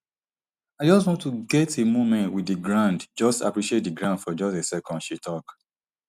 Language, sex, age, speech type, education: Nigerian Pidgin, male, 30-45, spontaneous, tertiary